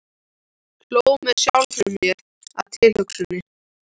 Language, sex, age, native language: Icelandic, other, 13, Icelandic